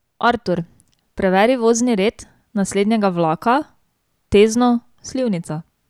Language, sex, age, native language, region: Slovenian, female, 18-29, Slovenian, Drava region